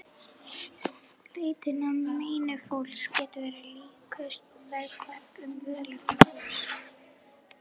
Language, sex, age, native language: Icelandic, female, 11, Icelandic